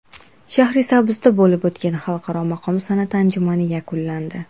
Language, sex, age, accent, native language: Uzbek, female, 18-24, Toshkent viloyati, Uzbek